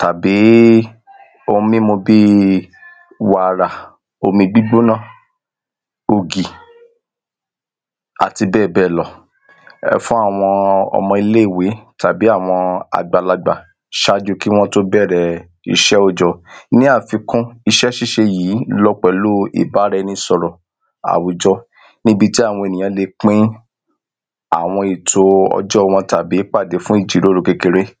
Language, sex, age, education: Yoruba, male, 30-45, secondary